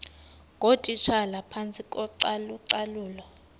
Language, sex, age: Xhosa, male, 19